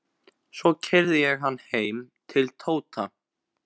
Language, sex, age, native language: Icelandic, male, 15, Icelandic